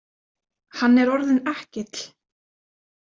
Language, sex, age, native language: Icelandic, female, 20-29, Icelandic